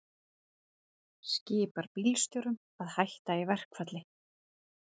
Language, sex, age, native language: Icelandic, female, 30-39, Icelandic